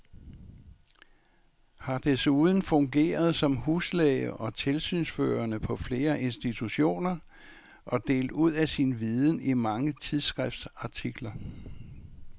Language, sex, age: Danish, male, 64